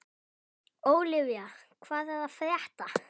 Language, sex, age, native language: Icelandic, male, 11, Icelandic